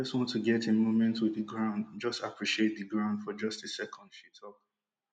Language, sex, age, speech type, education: Nigerian Pidgin, male, 15-29, spontaneous, tertiary